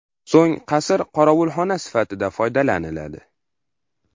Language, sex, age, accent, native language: Uzbek, male, under 19, Farg'ona, Uzbek